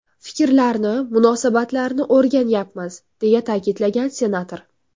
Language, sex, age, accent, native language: Uzbek, female, under 19, Toshkent viloyati, Uzbek